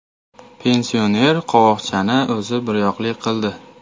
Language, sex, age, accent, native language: Uzbek, male, 18-24, Toshkent viloyati, Uzbek